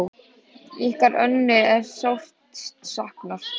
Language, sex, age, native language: Icelandic, male, 10, Icelandic